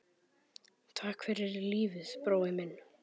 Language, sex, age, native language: Icelandic, male, 10, Icelandic